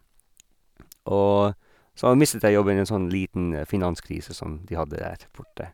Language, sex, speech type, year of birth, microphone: Norwegian, male, spontaneous, 1981, Sennheiser